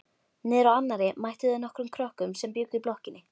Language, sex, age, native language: Icelandic, female, 12, Icelandic